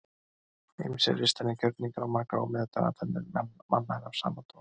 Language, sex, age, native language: Icelandic, male, 30-39, Icelandic